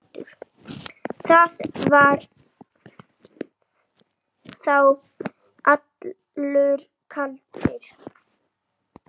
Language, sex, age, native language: Icelandic, female, 8, Icelandic